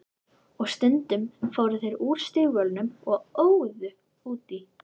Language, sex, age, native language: Icelandic, female, 11, Icelandic